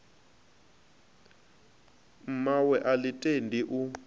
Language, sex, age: Venda, male, 25